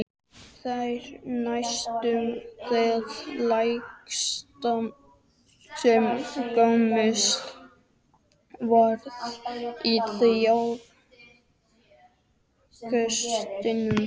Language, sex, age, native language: Icelandic, male, 12, Icelandic